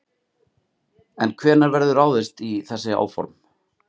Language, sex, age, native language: Icelandic, male, 30-39, Icelandic